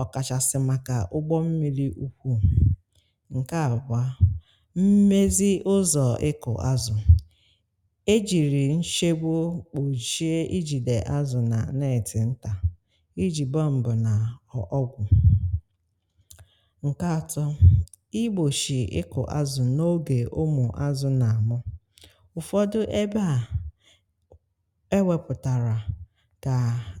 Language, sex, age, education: Igbo, female, 30-45, tertiary